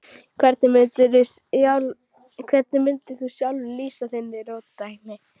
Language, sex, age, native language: Icelandic, female, 12, Icelandic